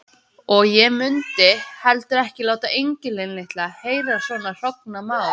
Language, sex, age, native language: Icelandic, female, 20-29, Icelandic